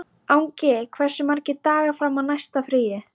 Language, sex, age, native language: Icelandic, female, 13, Icelandic